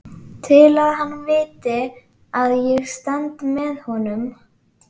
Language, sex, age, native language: Icelandic, female, 11, Icelandic